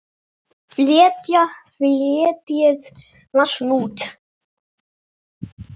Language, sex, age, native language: Icelandic, male, 8, Icelandic